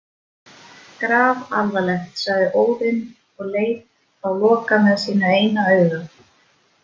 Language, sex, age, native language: Icelandic, female, 30-39, Icelandic